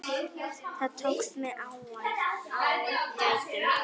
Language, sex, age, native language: Icelandic, female, 10, Icelandic